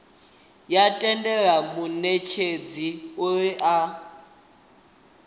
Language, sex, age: Venda, male, 18